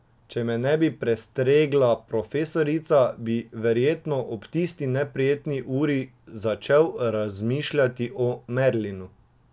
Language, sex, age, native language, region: Slovenian, male, 18-29, Slovenian, Drava region